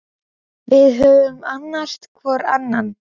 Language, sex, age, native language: Icelandic, male, 10, Icelandic